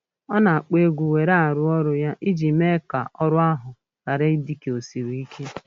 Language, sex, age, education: Igbo, female, 30-45, tertiary